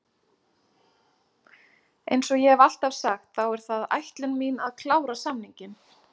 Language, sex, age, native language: Icelandic, female, 30-39, Icelandic